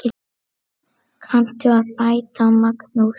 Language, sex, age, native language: Icelandic, female, 9, Icelandic